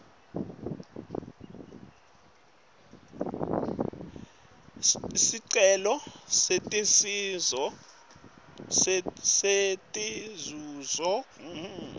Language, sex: Swati, male